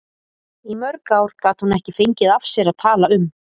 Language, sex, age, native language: Icelandic, female, 40-49, Icelandic